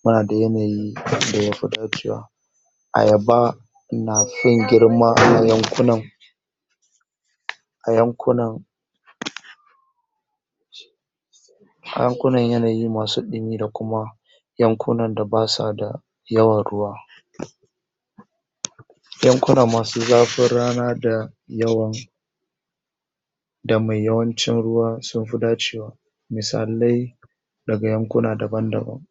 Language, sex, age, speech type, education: Hausa, male, 46-60, spontaneous, tertiary